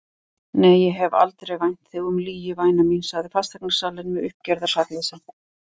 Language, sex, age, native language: Icelandic, female, 50-59, Icelandic